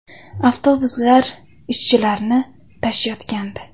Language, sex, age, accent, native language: Uzbek, female, under 19, Toshkent viloyati, Uzbek